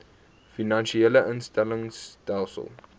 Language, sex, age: Afrikaans, male, 18